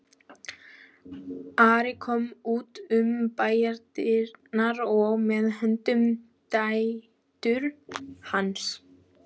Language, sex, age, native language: Icelandic, female, 12, Icelandic